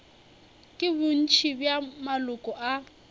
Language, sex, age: Northern Sotho, female, 21